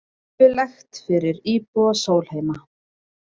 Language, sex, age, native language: Icelandic, female, 20-29, Icelandic